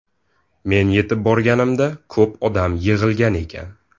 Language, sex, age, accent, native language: Uzbek, male, 18-24, Toshkent shahri, Uzbek